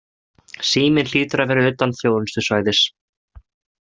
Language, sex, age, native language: Icelandic, male, 20-29, Icelandic